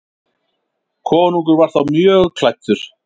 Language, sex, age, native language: Icelandic, male, 50-59, Icelandic